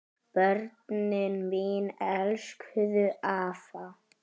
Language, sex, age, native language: Icelandic, male, 10, Icelandic